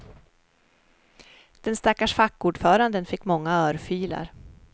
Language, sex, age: Swedish, female, 44